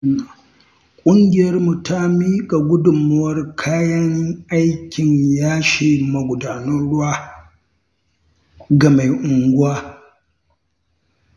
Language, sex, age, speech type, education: Hausa, male, 60+, read, tertiary